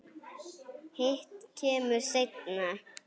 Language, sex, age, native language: Icelandic, female, 8, Icelandic